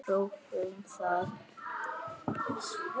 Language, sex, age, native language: Icelandic, female, 8, Icelandic